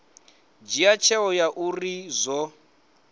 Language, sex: Venda, male